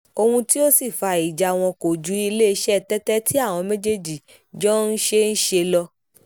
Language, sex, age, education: Yoruba, female, 15-29, tertiary